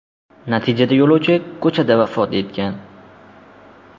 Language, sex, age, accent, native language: Uzbek, male, 12-17, Jizzax, Uzbek